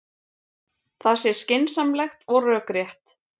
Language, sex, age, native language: Icelandic, female, 50-59, Icelandic